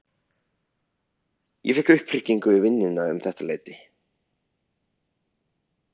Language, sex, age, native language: Icelandic, male, 30-39, Icelandic